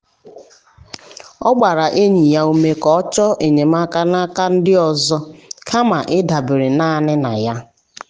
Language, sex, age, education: Igbo, female, 15-29, tertiary